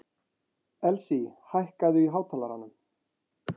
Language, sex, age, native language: Icelandic, male, 40-49, Icelandic